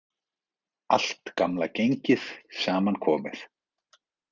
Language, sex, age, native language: Icelandic, male, 40-49, Icelandic